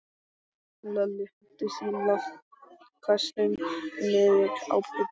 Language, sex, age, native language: Icelandic, male, 12, Icelandic